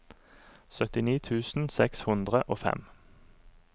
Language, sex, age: Norwegian, male, 39